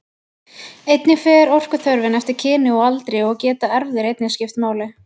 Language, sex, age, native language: Icelandic, female, 20-29, Icelandic